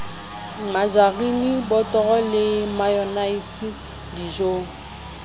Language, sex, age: Southern Sotho, female, 30